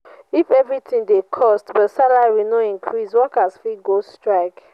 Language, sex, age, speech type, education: Nigerian Pidgin, female, 15-29, spontaneous, tertiary